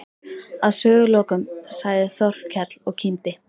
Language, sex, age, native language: Icelandic, female, 13, Icelandic